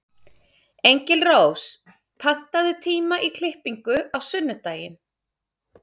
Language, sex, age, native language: Icelandic, female, 30-39, Icelandic